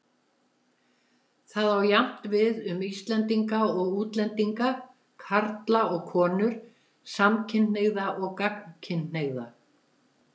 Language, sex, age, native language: Icelandic, female, 70-79, Icelandic